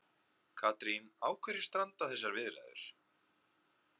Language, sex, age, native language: Icelandic, male, 30-39, Icelandic